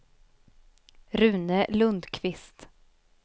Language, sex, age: Swedish, female, 24